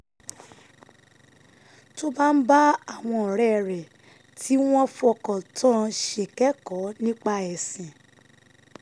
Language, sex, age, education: Yoruba, female, 15-29, tertiary